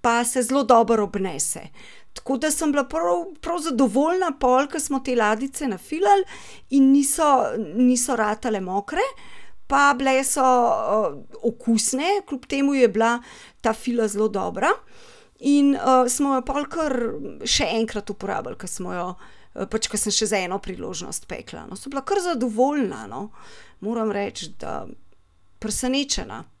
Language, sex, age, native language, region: Slovenian, female, 30-49, Slovenian, Central Slovenia